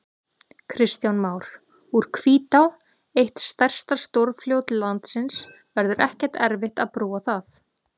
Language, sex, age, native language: Icelandic, female, 30-39, Icelandic